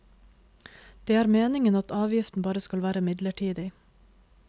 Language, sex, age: Norwegian, female, 26